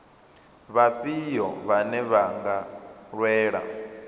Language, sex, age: Venda, male, 27